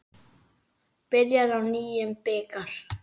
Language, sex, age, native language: Icelandic, male, 9, Icelandic